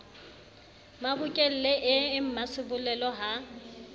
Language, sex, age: Southern Sotho, female, 35